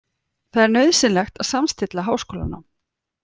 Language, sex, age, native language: Icelandic, female, 40-49, Icelandic